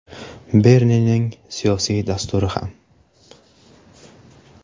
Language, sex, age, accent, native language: Uzbek, male, 12-17, Samarqand, Uzbek